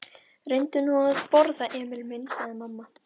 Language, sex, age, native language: Icelandic, female, 13, Icelandic